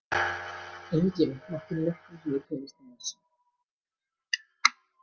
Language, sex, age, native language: Icelandic, female, 60-69, Icelandic